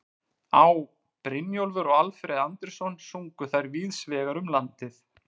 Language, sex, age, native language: Icelandic, male, 40-49, Icelandic